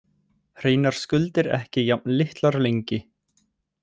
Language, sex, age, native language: Icelandic, male, 18-19, Icelandic